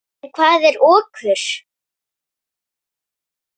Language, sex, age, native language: Icelandic, female, 8, Icelandic